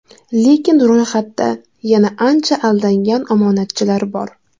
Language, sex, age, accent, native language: Uzbek, female, 18-24, Jizzax, Uzbek